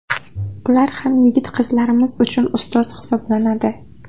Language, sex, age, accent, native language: Uzbek, female, 18-24, Andijon, Uzbek